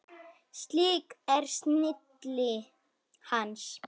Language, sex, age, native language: Icelandic, female, 9, Icelandic